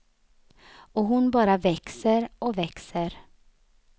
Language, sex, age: Swedish, female, 35